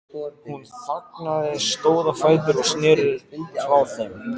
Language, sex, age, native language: Icelandic, male, 14, Icelandic